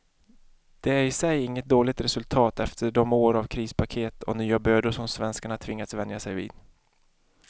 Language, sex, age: Swedish, male, 31